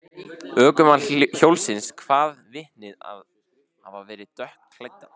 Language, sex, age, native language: Icelandic, male, 16, Icelandic